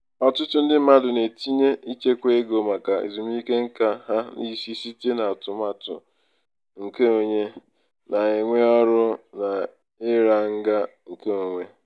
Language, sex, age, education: Igbo, male, 15-29, tertiary